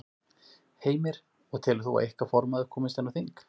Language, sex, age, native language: Icelandic, male, 40-49, Icelandic